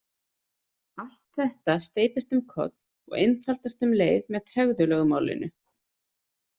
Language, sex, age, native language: Icelandic, female, 30-39, Icelandic